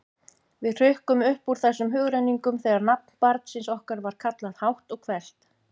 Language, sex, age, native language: Icelandic, female, 50-59, Icelandic